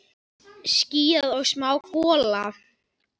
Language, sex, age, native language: Icelandic, male, 9, Icelandic